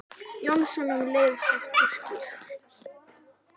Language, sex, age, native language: Icelandic, female, 11, Icelandic